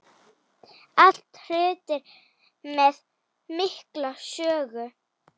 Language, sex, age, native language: Icelandic, female, 8, Icelandic